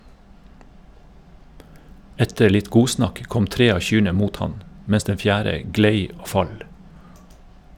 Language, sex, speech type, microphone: Norwegian, male, read, Shure